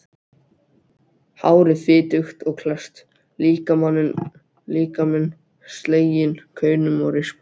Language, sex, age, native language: Icelandic, other, 12, Icelandic